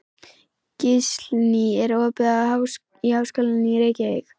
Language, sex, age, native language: Icelandic, female, 11, Icelandic